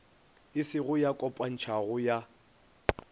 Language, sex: Northern Sotho, male